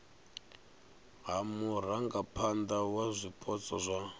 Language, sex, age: Venda, male, 39